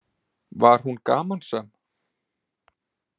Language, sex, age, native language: Icelandic, male, 20-29, Icelandic